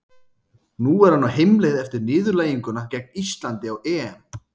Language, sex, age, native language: Icelandic, male, 30-39, Icelandic